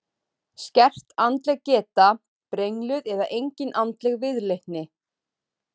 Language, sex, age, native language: Icelandic, female, 30-39, Icelandic